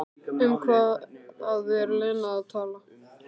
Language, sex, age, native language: Icelandic, male, 13, Icelandic